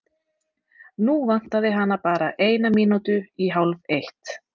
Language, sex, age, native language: Icelandic, female, 30-39, Icelandic